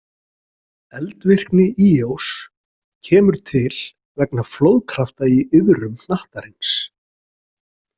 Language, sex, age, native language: Icelandic, male, 40-49, Icelandic